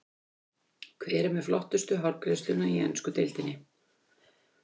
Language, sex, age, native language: Icelandic, female, 50-59, Icelandic